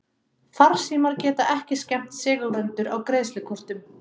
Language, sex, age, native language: Icelandic, female, 30-39, Icelandic